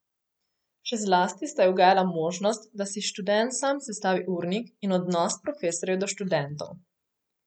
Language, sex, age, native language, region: Slovenian, female, 18-29, Slovenian, Coastal Karst region